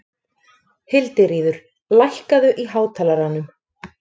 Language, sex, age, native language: Icelandic, female, 30-39, Icelandic